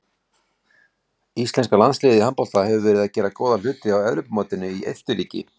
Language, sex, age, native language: Icelandic, male, 40-49, Icelandic